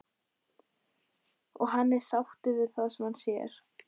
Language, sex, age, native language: Icelandic, female, 12, Icelandic